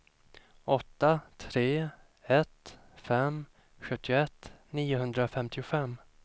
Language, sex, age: Swedish, male, 25